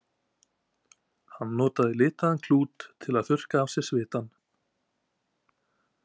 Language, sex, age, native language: Icelandic, male, 20-29, Icelandic